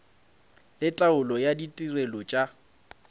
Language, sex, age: Northern Sotho, male, 20